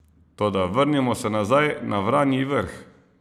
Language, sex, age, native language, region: Slovenian, male, 30-49, Slovenian, Savinja region